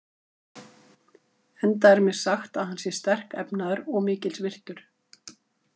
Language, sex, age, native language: Icelandic, female, 50-59, Icelandic